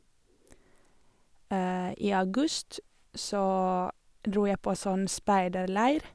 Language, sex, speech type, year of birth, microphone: Norwegian, female, spontaneous, 1987, Sennheiser